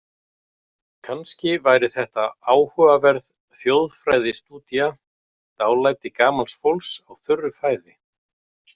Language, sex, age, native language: Icelandic, male, 50-59, Icelandic